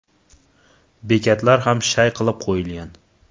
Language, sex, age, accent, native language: Uzbek, male, 19-29, Qashqadaryo, Uzbek